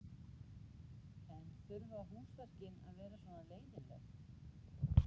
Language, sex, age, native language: Icelandic, female, 40-49, Icelandic